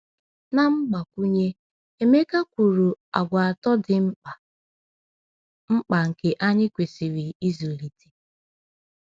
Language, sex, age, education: Igbo, female, 15-29, tertiary